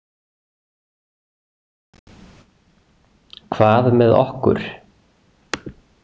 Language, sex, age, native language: Icelandic, male, 40-49, Icelandic